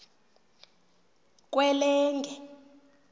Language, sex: Xhosa, female